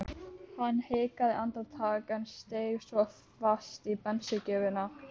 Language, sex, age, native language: Icelandic, other, 12, Icelandic